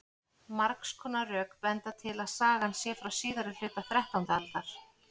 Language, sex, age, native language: Icelandic, female, 40-49, Icelandic